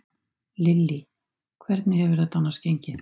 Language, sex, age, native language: Icelandic, female, 50-59, Icelandic